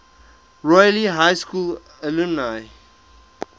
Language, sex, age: English, male, 23